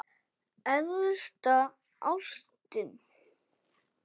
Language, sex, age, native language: Icelandic, male, 8, Icelandic